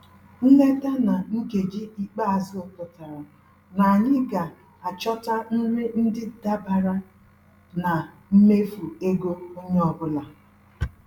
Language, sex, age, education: Igbo, female, 46-60, tertiary